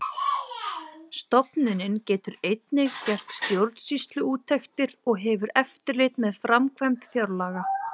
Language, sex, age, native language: Icelandic, female, 20-29, Icelandic